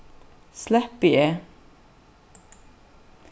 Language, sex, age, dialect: Faroese, female, 36-60, Suðuroy